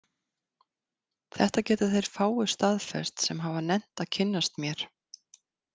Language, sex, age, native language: Icelandic, female, 50-59, Icelandic